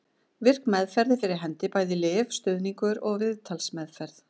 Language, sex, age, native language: Icelandic, female, 40-49, Icelandic